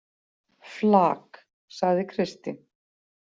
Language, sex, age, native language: Icelandic, female, 40-49, Icelandic